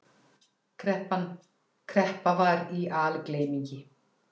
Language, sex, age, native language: Icelandic, female, 60-69, Icelandic